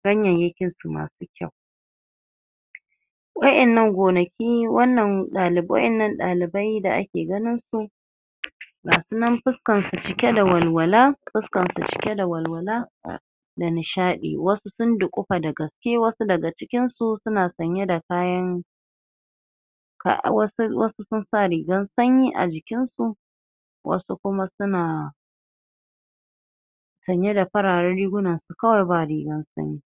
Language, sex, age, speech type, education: Hausa, female, 30-45, spontaneous, tertiary